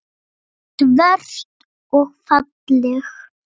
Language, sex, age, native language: Icelandic, female, 7, Icelandic